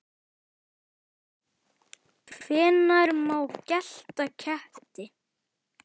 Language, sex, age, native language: Icelandic, male, 10, Icelandic